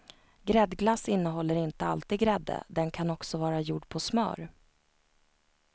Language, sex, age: Swedish, female, 29